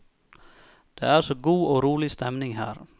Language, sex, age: Norwegian, male, 34